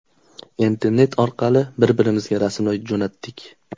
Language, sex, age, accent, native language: Uzbek, male, 18-24, Qashqadaryo, Uzbek